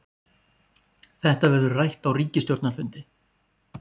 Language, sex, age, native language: Icelandic, male, 40-49, Icelandic